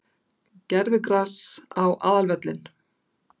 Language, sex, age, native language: Icelandic, female, 60-69, Icelandic